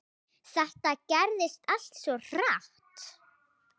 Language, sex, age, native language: Icelandic, female, 8, Icelandic